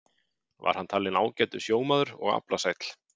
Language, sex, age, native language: Icelandic, male, 50-59, Icelandic